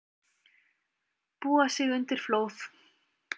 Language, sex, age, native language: Icelandic, female, 20-29, Icelandic